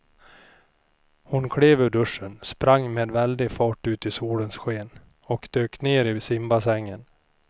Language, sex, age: Swedish, male, 38